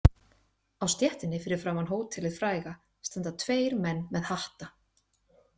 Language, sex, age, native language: Icelandic, female, 30-39, Icelandic